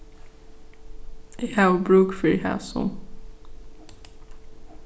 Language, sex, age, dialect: Faroese, female, 15-35, Suðurstreymoy